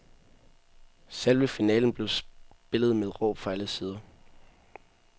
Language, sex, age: Danish, male, 18